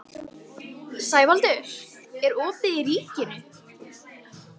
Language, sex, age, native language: Icelandic, female, 18-19, Icelandic